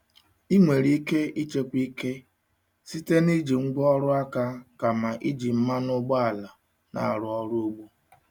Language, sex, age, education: Igbo, male, 46-60, tertiary